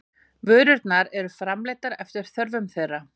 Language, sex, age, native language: Icelandic, female, 40-49, Icelandic